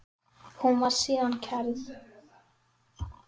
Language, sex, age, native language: Icelandic, female, 10, Icelandic